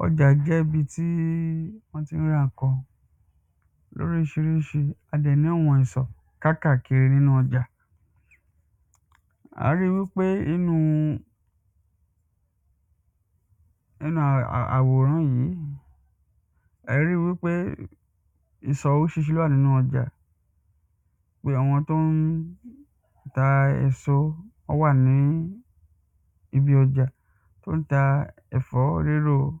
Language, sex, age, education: Yoruba, male, 30-45, secondary